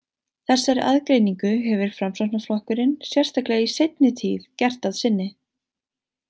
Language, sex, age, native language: Icelandic, female, 18-19, Icelandic